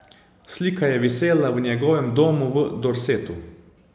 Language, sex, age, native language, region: Slovenian, male, 30-49, Slovenian, Savinja region